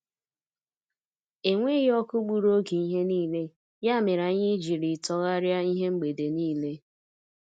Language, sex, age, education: Igbo, female, 15-29, tertiary